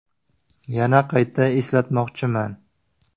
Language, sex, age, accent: Uzbek, male, 18-24, Surxondaryo